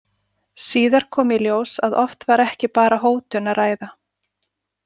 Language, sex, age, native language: Icelandic, female, 40-49, Icelandic